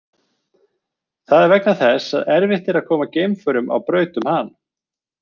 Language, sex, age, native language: Icelandic, male, 40-49, Icelandic